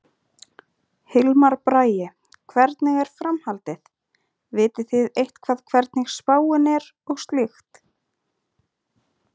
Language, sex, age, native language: Icelandic, female, 30-39, Icelandic